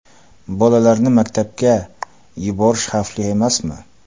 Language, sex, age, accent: Uzbek, male, 25-34, Qoraqalpog'iston